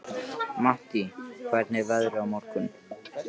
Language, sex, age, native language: Icelandic, male, 13, Icelandic